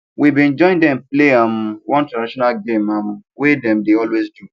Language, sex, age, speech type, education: Nigerian Pidgin, male, 15-29, spontaneous, tertiary